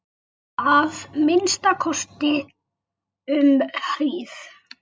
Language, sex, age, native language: Icelandic, male, 8, Icelandic